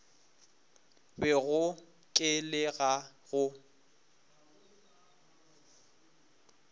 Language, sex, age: Northern Sotho, male, 24